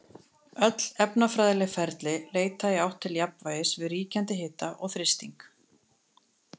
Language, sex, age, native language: Icelandic, female, 30-39, Icelandic